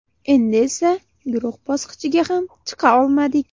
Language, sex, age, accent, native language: Uzbek, female, 18-24, Namangan, Uzbek